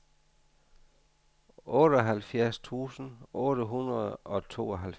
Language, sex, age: Danish, male, 49